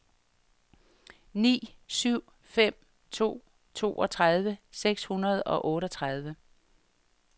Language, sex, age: Danish, female, 58